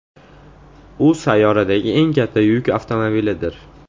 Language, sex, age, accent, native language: Uzbek, male, 18-24, Andijon, Uzbek